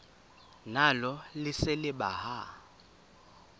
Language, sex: Xhosa, male